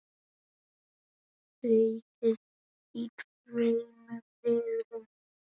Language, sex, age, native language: Icelandic, male, 9, Icelandic